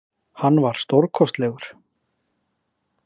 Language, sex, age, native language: Icelandic, male, 40-49, Icelandic